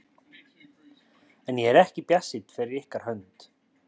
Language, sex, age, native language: Icelandic, male, 30-39, Icelandic